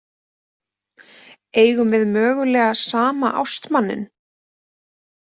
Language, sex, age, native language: Icelandic, female, 20-29, Icelandic